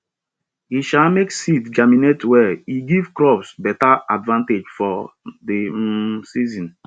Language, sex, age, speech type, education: Nigerian Pidgin, male, 30-45, spontaneous, tertiary